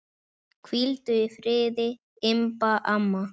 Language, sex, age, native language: Icelandic, male, 8, Icelandic